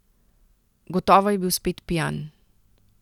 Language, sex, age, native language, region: Slovenian, female, 30-49, Slovenian, Central Slovenia